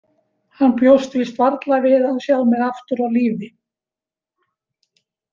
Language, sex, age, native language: Icelandic, female, 70-79, Icelandic